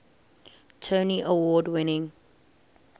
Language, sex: English, female